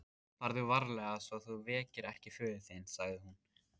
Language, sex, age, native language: Icelandic, male, 14, Icelandic